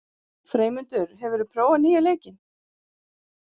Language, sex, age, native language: Icelandic, female, 40-49, Icelandic